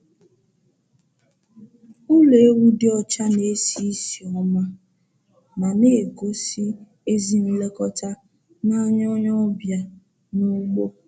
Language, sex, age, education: Igbo, female, 15-29, tertiary